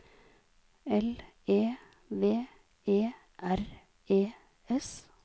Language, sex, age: Norwegian, female, 46